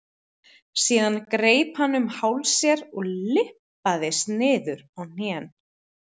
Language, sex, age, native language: Icelandic, female, 30-39, Icelandic